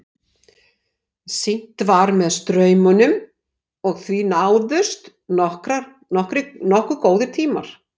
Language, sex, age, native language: Icelandic, female, 60-69, Icelandic